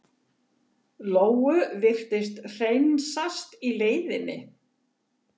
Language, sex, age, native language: Icelandic, female, 70-79, Icelandic